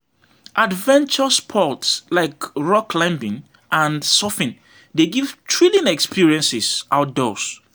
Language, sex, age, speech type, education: Nigerian Pidgin, male, 30-45, spontaneous, tertiary